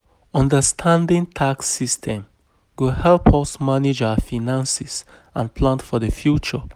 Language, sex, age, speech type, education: Nigerian Pidgin, male, 30-45, spontaneous, tertiary